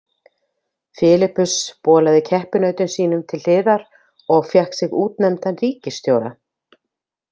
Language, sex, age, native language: Icelandic, female, 50-59, Icelandic